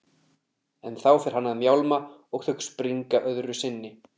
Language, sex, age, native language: Icelandic, male, 30-39, Icelandic